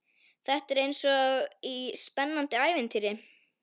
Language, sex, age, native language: Icelandic, female, 11, Icelandic